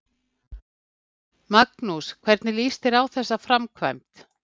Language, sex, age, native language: Icelandic, female, 50-59, Icelandic